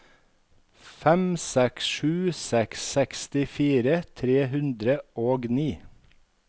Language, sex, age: Norwegian, male, 51